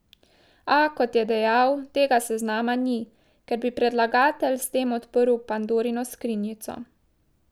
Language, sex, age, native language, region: Slovenian, female, 18-29, Slovenian, Drava region